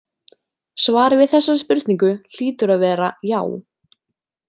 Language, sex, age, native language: Icelandic, female, 30-39, Icelandic